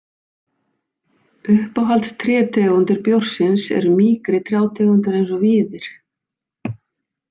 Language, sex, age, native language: Icelandic, female, 50-59, Icelandic